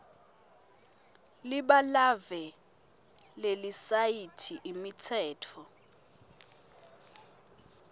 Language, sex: Swati, female